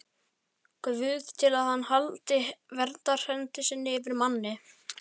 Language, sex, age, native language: Icelandic, male, 11, Icelandic